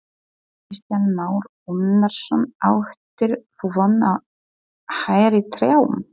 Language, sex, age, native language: Icelandic, female, 40-49, Polish